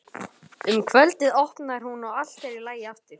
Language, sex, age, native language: Icelandic, male, 11, Icelandic